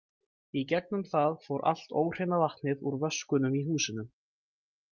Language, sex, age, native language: Icelandic, male, 20-29, Icelandic